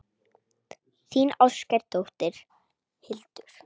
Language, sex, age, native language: Icelandic, female, 8, Icelandic